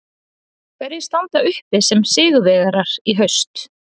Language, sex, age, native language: Icelandic, female, 30-39, Icelandic